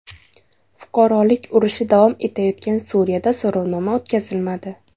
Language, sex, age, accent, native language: Uzbek, female, 18-24, Samarqand, Uzbek